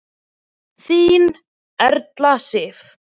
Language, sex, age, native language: Icelandic, female, 20-29, Icelandic